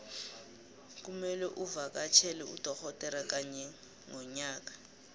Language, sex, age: South Ndebele, female, 23